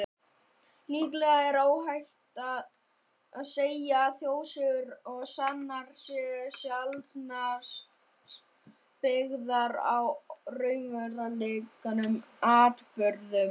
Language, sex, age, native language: Icelandic, female, 50-59, Icelandic